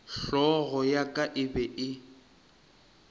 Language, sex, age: Northern Sotho, male, 23